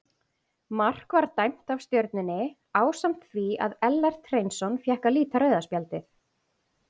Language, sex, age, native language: Icelandic, female, 40-49, Icelandic